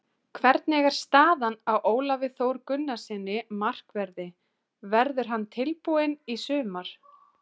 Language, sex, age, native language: Icelandic, female, 30-39, Icelandic